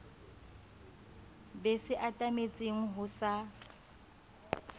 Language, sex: Southern Sotho, female